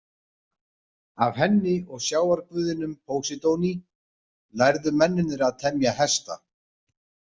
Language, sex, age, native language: Icelandic, male, 40-49, Icelandic